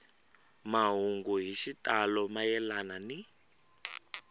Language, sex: Tsonga, male